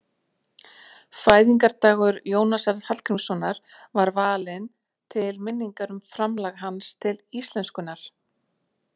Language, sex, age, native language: Icelandic, female, 40-49, Icelandic